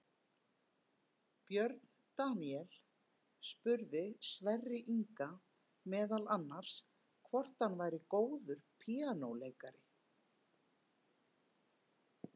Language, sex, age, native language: Icelandic, female, 50-59, Icelandic